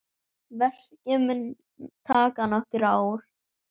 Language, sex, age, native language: Icelandic, male, 9, Icelandic